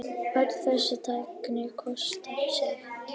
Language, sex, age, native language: Icelandic, female, 9, Icelandic